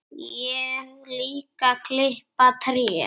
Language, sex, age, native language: Icelandic, male, 8, Icelandic